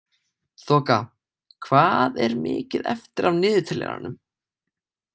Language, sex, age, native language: Icelandic, male, 18-19, Icelandic